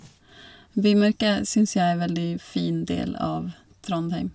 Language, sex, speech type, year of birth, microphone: Norwegian, female, spontaneous, 1982, Shure